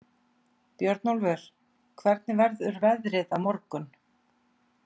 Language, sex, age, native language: Icelandic, female, 40-49, Icelandic